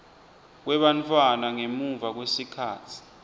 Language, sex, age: Swati, male, 20